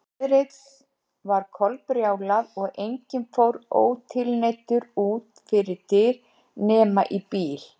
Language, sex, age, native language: Icelandic, female, 60-69, Icelandic